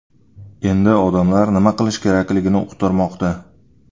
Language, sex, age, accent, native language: Uzbek, male, 25-34, Sirdaryo, Uzbek